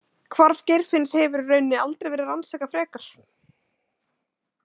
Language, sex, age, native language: Icelandic, female, 20-29, Icelandic